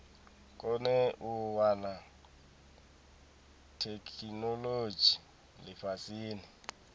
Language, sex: Venda, male